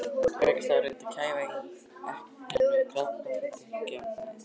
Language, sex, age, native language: Icelandic, male, 18-19, Icelandic